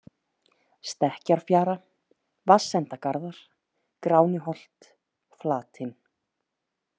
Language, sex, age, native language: Icelandic, female, 30-39, Icelandic